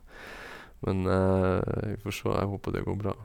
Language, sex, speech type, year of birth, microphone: Norwegian, male, spontaneous, 1972, Sennheiser